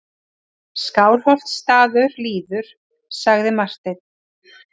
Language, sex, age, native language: Icelandic, female, 40-49, Icelandic